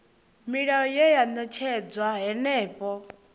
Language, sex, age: Venda, female, 24